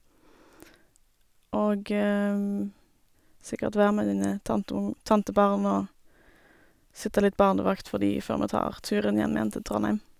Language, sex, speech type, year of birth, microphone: Norwegian, female, spontaneous, 1987, Sennheiser